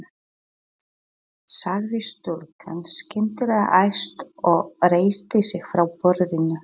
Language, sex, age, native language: Icelandic, female, 40-49, Polish